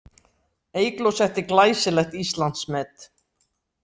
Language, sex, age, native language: Icelandic, female, 60-69, Icelandic